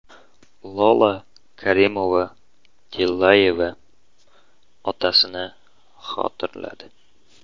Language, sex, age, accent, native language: Uzbek, male, 18-24, Andijon, Uzbek